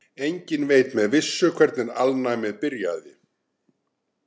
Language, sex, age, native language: Icelandic, male, 60-69, Icelandic